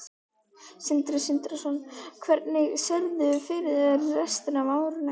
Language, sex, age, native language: Icelandic, female, 12, Icelandic